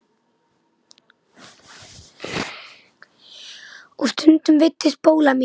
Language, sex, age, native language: Icelandic, male, 10, Icelandic